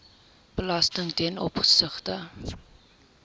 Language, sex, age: Afrikaans, female, 22